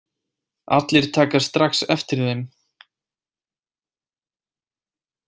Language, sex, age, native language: Icelandic, male, 18-19, Icelandic